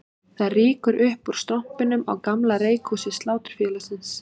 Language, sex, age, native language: Icelandic, female, 30-39, Icelandic